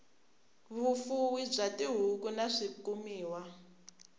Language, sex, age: Tsonga, female, 24